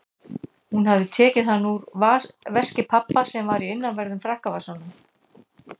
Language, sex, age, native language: Icelandic, female, 60-69, Icelandic